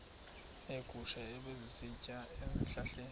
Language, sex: Xhosa, male